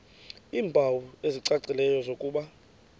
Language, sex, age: Xhosa, female, 28